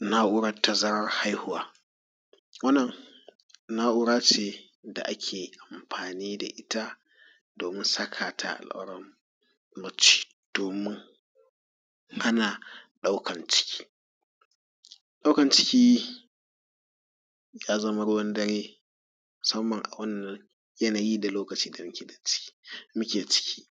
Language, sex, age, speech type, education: Hausa, male, 30-45, spontaneous, tertiary